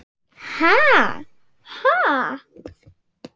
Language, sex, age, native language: Icelandic, female, 8, Swedish